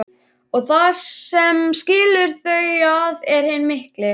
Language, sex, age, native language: Icelandic, male, 11, Icelandic